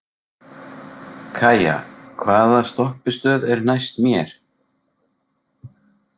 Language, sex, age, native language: Icelandic, male, 40-49, Icelandic